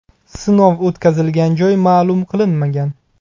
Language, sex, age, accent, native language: Uzbek, male, 30-39, Buxoro, Uzbek